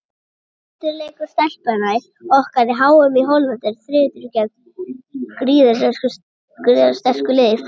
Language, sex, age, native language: Icelandic, male, 60-69, Icelandic